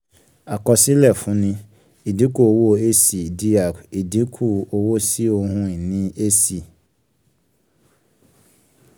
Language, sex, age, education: Yoruba, male, 15-29, secondary